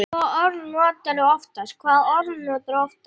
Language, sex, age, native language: Icelandic, female, 9, Icelandic